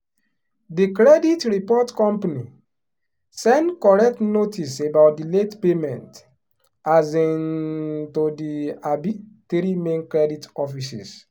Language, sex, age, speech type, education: Nigerian Pidgin, male, 15-29, spontaneous, tertiary